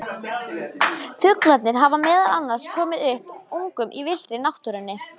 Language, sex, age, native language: Icelandic, female, 20-29, Icelandic